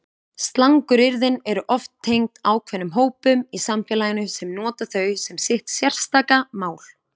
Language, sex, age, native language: Icelandic, female, 20-29, Icelandic